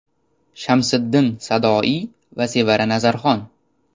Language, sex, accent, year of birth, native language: Uzbek, male, Toshkent shahri, 2002, Uzbek